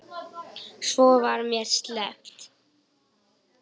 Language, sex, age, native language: Icelandic, female, 8, Icelandic